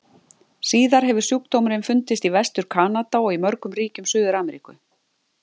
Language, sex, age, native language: Icelandic, female, 50-59, Icelandic